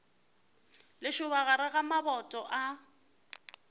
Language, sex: Northern Sotho, female